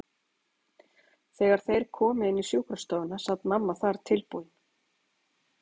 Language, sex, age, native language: Icelandic, female, 40-49, Icelandic